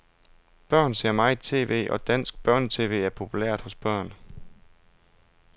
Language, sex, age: Danish, male, 32